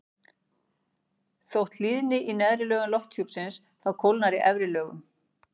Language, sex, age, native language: Icelandic, female, 40-49, Icelandic